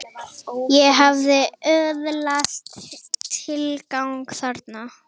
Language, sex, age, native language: Icelandic, female, 10, Icelandic